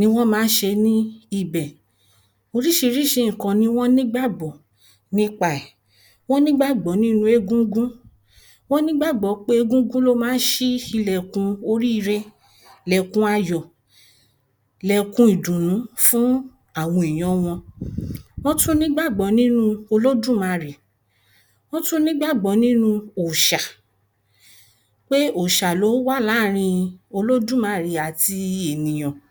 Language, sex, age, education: Yoruba, female, 30-45, primary